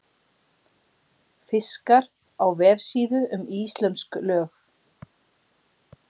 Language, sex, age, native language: Icelandic, female, 60-69, Icelandic